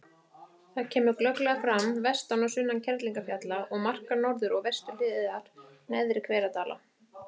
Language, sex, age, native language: Icelandic, female, 30-39, Icelandic